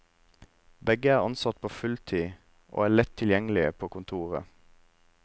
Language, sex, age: Norwegian, male, 26